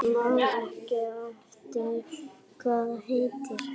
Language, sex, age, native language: Icelandic, female, 8, Icelandic